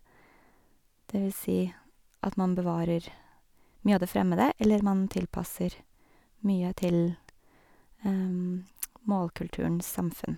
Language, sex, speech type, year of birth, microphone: Norwegian, female, spontaneous, 1982, Sennheiser